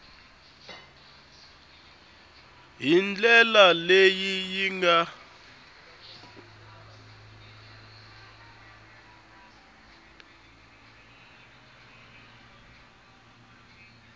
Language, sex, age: Tsonga, male, 21